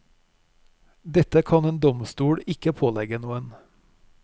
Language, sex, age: Norwegian, male, 41